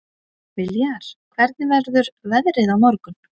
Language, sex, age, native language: Icelandic, female, 40-49, Icelandic